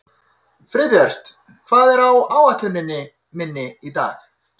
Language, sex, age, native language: Icelandic, male, 30-39, Icelandic